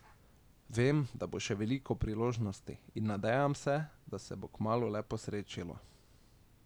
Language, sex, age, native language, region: Slovenian, male, 18-29, Slovenian, Drava region